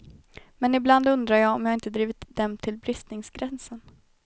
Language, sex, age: Swedish, female, 21